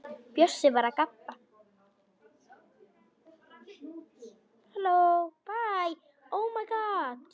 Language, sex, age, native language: Icelandic, female, 10, Icelandic